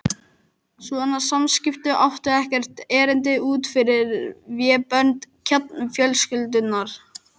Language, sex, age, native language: Icelandic, male, 11, Icelandic